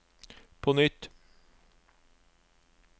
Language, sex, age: Norwegian, male, 36